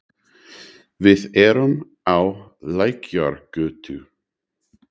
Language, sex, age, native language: Icelandic, male, 60-69, English